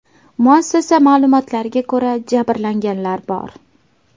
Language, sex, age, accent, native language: Uzbek, female, 18-24, Toshkent viloyati, Uzbek